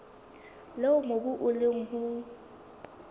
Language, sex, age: Southern Sotho, female, 19